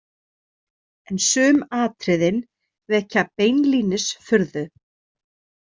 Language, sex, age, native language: Icelandic, female, 30-39, Icelandic